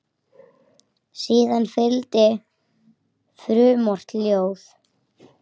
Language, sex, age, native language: Icelandic, female, 8, Icelandic